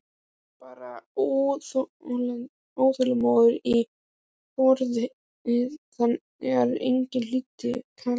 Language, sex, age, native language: Icelandic, male, 12, Icelandic